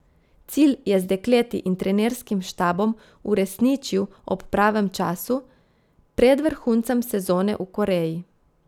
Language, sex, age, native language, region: Slovenian, female, 30-49, Slovenian, Gorica region